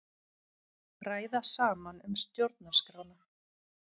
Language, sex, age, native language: Icelandic, female, 30-39, Icelandic